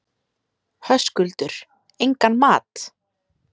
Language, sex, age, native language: Icelandic, female, 18-19, Icelandic